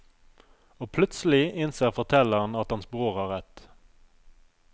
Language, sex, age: Norwegian, male, 27